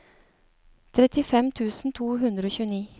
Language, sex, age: Norwegian, female, 36